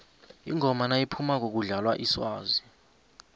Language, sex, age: South Ndebele, male, 20